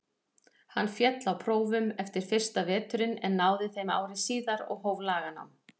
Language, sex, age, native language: Icelandic, female, 40-49, Icelandic